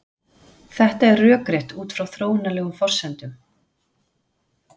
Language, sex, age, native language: Icelandic, female, 40-49, Icelandic